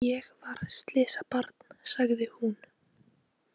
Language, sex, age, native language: Icelandic, female, 18-19, Icelandic